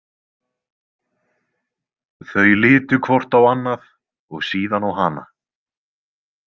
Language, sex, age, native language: Icelandic, male, 20-29, Icelandic